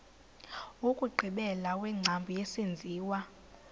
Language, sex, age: Xhosa, female, 20